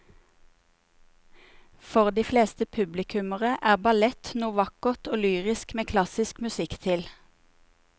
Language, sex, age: Norwegian, female, 28